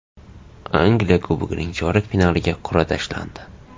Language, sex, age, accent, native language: Uzbek, male, 18-24, Navoiy, Uzbek